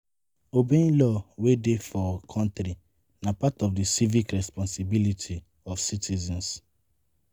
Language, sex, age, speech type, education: Nigerian Pidgin, male, 15-29, spontaneous, tertiary